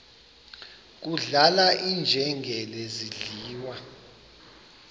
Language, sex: Xhosa, male